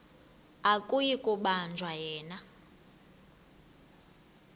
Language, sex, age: Xhosa, female, 26